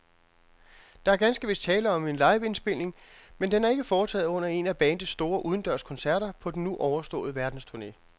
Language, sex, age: Danish, male, 42